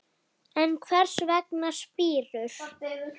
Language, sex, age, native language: Icelandic, female, 8, Icelandic